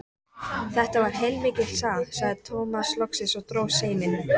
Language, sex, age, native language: Icelandic, female, 14, Icelandic